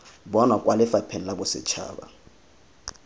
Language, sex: Tswana, male